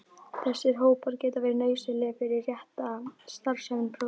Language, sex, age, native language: Icelandic, female, 12, Icelandic